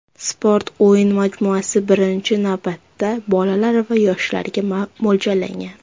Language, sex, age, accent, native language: Uzbek, female, under 19, Surxondaryo, Uzbek